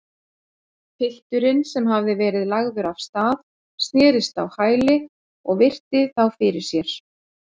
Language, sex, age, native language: Icelandic, female, 40-49, Icelandic